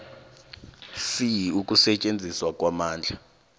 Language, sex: South Ndebele, male